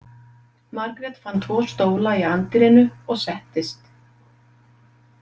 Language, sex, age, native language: Icelandic, female, 50-59, Icelandic